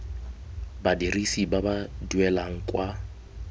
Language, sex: Tswana, male